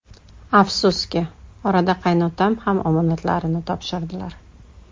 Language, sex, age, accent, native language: Uzbek, female, 35+, Toshkent shahri, Uzbek